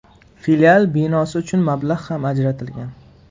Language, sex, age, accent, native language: Uzbek, male, 12-17, Qashqadaryo, Uzbek